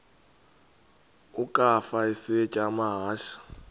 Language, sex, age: Xhosa, male, 32